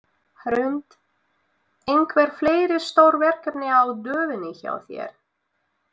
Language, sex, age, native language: Icelandic, female, 20-29, Russian